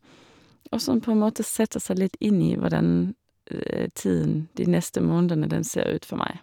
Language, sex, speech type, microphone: Norwegian, female, spontaneous, Shure